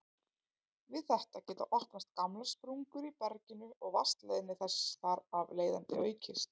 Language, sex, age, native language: Icelandic, female, 30-39, Icelandic